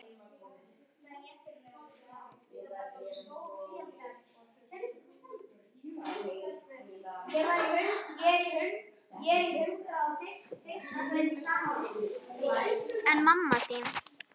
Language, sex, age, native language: Icelandic, female, 10, Icelandic